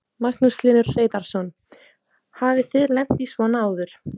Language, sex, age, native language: Icelandic, female, 20-29, Icelandic